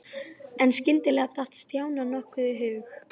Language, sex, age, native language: Icelandic, female, 11, Icelandic